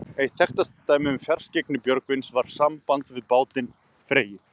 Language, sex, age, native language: Icelandic, male, 30-39, Icelandic